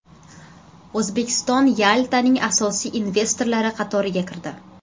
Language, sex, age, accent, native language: Uzbek, female, 12-17, Toshkent shahri, Uzbek